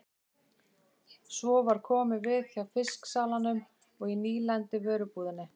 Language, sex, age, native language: Icelandic, female, 20-29, Icelandic